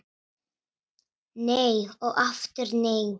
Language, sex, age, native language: Icelandic, female, 10, Icelandic